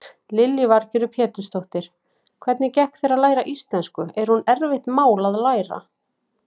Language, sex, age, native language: Icelandic, female, 40-49, Icelandic